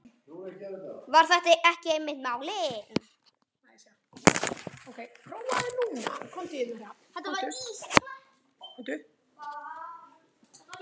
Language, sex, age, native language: Icelandic, male, 10, Icelandic